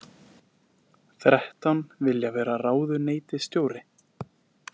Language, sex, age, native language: Icelandic, male, 20-29, Icelandic